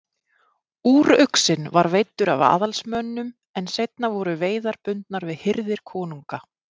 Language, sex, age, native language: Icelandic, female, 30-39, Icelandic